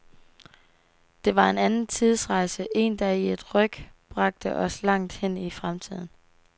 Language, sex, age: Danish, female, 18